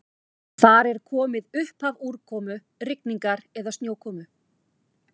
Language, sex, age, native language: Icelandic, female, 40-49, Icelandic